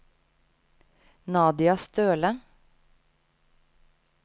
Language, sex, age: Norwegian, female, 30